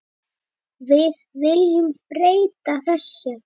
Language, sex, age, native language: Icelandic, female, 9, Icelandic